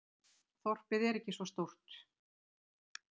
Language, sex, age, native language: Icelandic, female, 60-69, Icelandic